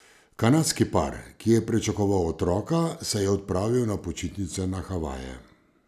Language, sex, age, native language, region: Slovenian, male, 50-59, Slovenian, Savinja region